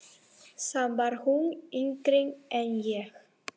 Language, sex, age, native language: Icelandic, female, 40-49, Spanish